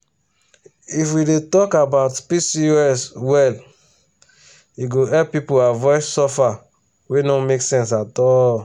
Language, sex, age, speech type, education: Nigerian Pidgin, male, 30-45, spontaneous, tertiary